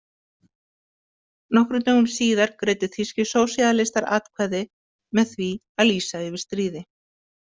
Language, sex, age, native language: Icelandic, female, 50-59, Icelandic